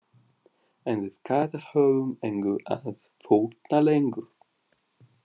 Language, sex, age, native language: Icelandic, male, 40-49, Russian